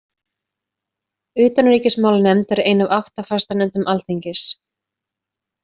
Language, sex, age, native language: Icelandic, female, 30-39, Icelandic